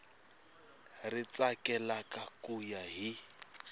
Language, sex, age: Tsonga, male, 26